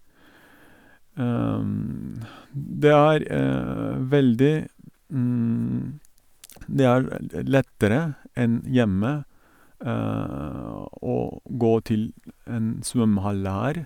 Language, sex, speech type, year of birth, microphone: Norwegian, male, spontaneous, 1982, Sennheiser